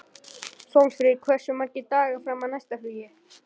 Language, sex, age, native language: Icelandic, male, 11, Icelandic